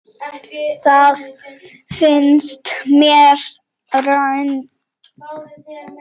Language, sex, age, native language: Icelandic, male, 8, Czech